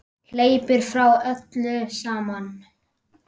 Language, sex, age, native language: Icelandic, male, 10, Icelandic